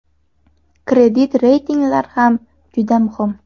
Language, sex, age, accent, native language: Uzbek, female, under 19, Toshkent shahri, Uzbek